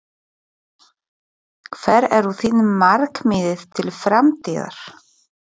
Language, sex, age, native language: Icelandic, female, 40-49, Polish